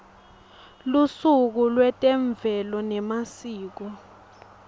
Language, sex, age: Swati, female, 22